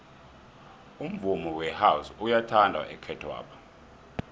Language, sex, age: South Ndebele, male, 23